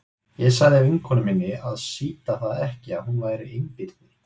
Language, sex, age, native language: Icelandic, male, 20-29, Icelandic